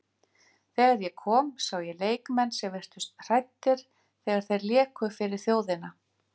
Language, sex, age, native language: Icelandic, female, 50-59, Icelandic